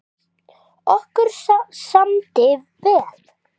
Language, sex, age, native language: Icelandic, male, 10, Icelandic